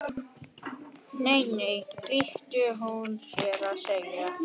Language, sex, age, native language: Icelandic, male, 11, Icelandic